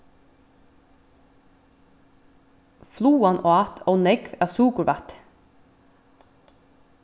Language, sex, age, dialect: Faroese, female, 15-35, Vágar